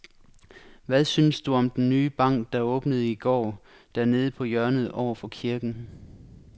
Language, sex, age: Danish, male, 26